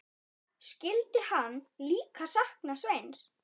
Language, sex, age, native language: Icelandic, male, 9, Icelandic